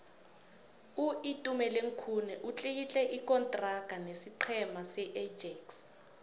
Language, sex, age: South Ndebele, female, 20